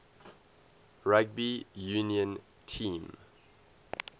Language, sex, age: English, male, 18